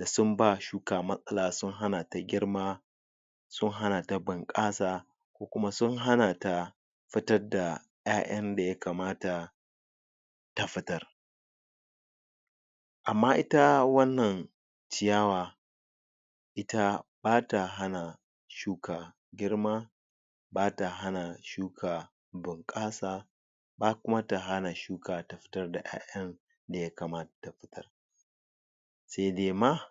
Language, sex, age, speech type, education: Hausa, male, 46-60, spontaneous, tertiary